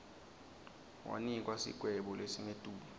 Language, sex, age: Swati, male, 19